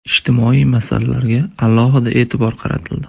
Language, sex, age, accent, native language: Uzbek, male, 18-24, Andijon, Uzbek